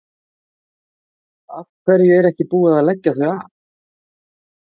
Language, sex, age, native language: Icelandic, male, 30-39, Icelandic